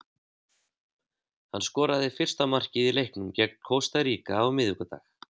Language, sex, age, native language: Icelandic, male, 30-39, Icelandic